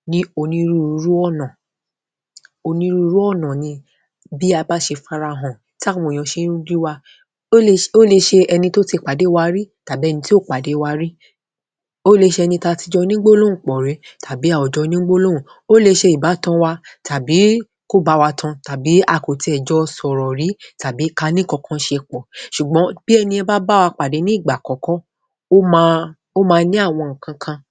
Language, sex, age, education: Yoruba, female, 30-45, tertiary